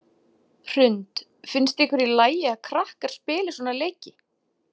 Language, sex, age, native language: Icelandic, female, 40-49, Icelandic